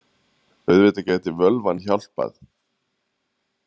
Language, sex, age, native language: Icelandic, male, 30-39, Icelandic